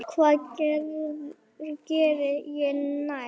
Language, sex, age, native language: Icelandic, male, 9, Icelandic